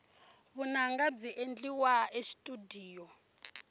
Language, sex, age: Tsonga, female, 20